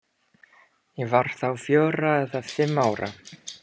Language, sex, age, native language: Icelandic, male, 30-39, English